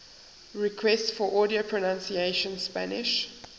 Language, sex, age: English, female, 19